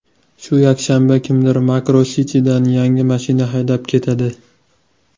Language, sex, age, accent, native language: Uzbek, male, 19-29, Toshkent shahri, Uzbek